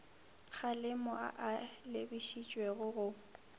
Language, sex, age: Northern Sotho, female, 25